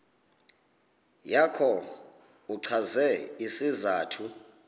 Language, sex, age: Xhosa, male, 26